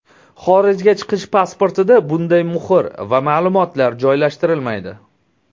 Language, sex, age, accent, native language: Uzbek, male, 19-29, Surxondaryo, Uzbek